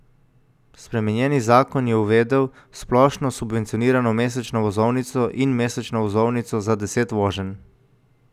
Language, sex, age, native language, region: Slovenian, male, 18-29, Slovenian, Coastal Karst region